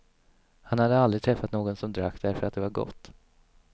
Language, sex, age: Swedish, male, 27